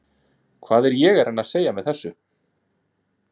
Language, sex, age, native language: Icelandic, male, 30-39, Icelandic